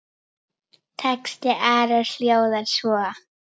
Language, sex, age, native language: Icelandic, female, 9, Icelandic